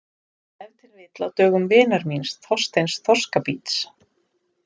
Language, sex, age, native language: Icelandic, female, 40-49, Icelandic